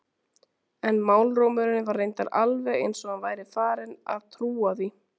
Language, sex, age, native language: Icelandic, female, 20-29, Icelandic